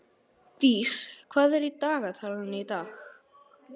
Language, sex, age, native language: Icelandic, male, 11, Icelandic